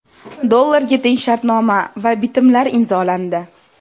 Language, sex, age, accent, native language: Uzbek, female, 18-24, Toshkent viloyati, Uzbek